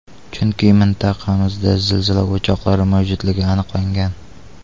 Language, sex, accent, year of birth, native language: Uzbek, male, Xorazm, 2002, Uzbek